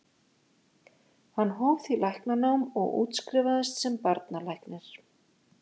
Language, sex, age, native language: Icelandic, female, 50-59, Icelandic